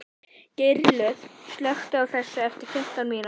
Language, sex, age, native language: Icelandic, female, 11, Icelandic